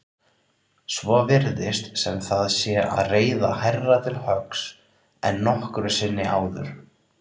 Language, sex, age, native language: Icelandic, male, 30-39, Icelandic